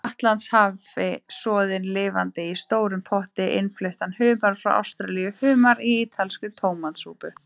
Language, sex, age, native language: Icelandic, female, 30-39, Icelandic